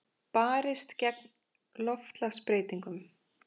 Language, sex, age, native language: Icelandic, female, 40-49, Icelandic